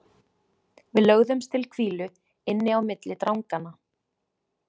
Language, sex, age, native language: Icelandic, female, 20-29, Icelandic